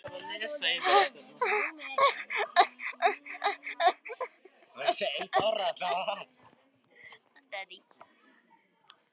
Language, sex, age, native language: Icelandic, male, 13, Icelandic